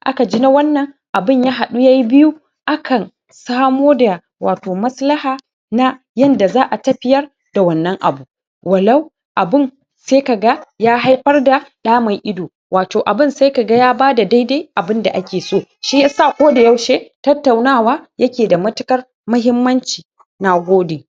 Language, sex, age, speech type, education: Hausa, male, 30-45, spontaneous, primary